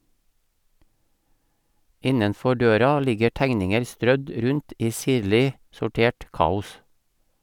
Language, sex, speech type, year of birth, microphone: Norwegian, male, read, 1956, Sennheiser